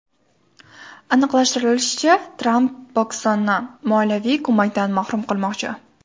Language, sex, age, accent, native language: Uzbek, female, 18-24, Toshkent shahri, Uzbek